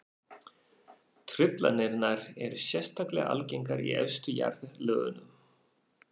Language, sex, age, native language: Icelandic, male, 40-49, Faroese